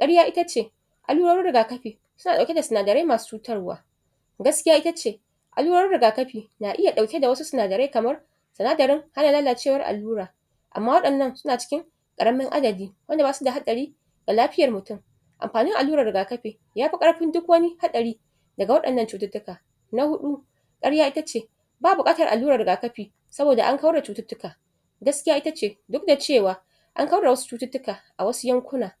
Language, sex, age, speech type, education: Hausa, female, 30-45, spontaneous, tertiary